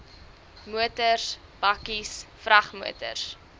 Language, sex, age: Afrikaans, female, 23